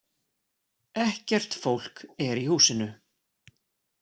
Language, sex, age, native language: Icelandic, male, 40-49, Icelandic